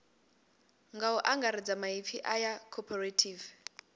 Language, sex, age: Venda, female, 28